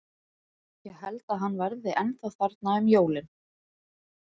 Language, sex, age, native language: Icelandic, female, 40-49, Icelandic